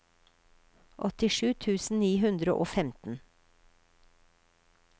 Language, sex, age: Norwegian, female, 53